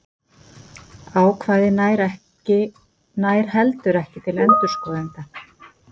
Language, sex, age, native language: Icelandic, female, 50-59, Icelandic